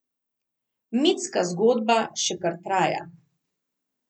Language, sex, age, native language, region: Slovenian, female, 30-49, Slovenian, Southeast Slovenia